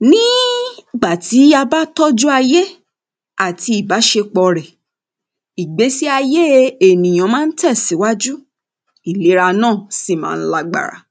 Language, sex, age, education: Yoruba, female, 30-45, secondary